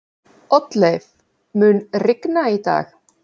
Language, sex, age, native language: Icelandic, female, 40-49, Icelandic